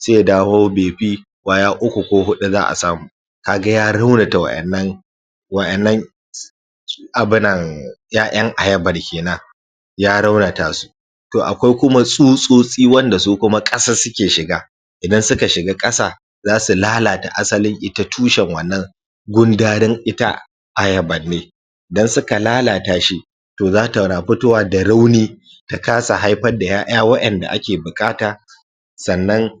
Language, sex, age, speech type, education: Hausa, male, 15-29, spontaneous, tertiary